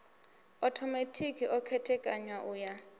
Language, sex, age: Venda, female, 24